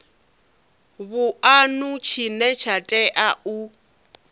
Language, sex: Venda, female